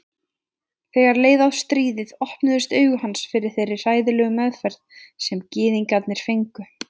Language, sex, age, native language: Icelandic, female, 20-29, Icelandic